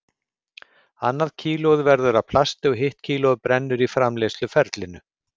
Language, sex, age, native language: Icelandic, male, 50-59, Icelandic